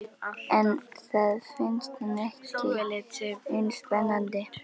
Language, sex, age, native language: Icelandic, female, 11, Icelandic